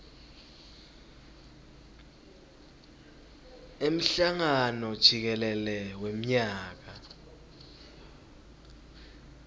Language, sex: Swati, male